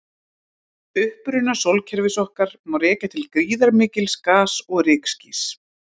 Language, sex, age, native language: Icelandic, female, 30-39, Icelandic